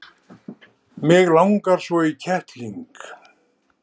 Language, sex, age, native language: Icelandic, male, 70-79, Icelandic